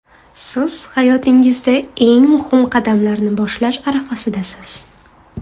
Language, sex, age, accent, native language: Uzbek, female, 25-34, Toshkent shahri, Uzbek